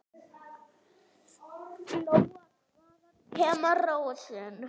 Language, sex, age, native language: Icelandic, male, 9, Icelandic